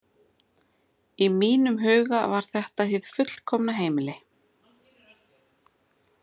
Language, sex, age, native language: Icelandic, female, 40-49, Icelandic